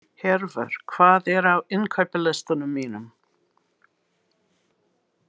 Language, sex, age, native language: Icelandic, female, 60-69, English